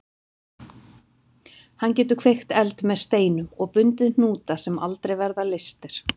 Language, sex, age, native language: Icelandic, female, 50-59, Icelandic